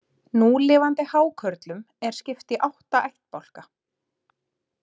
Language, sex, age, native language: Icelandic, female, 30-39, Icelandic